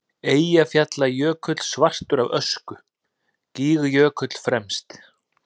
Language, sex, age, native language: Icelandic, male, 30-39, Icelandic